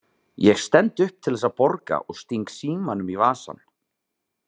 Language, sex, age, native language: Icelandic, male, 30-39, Icelandic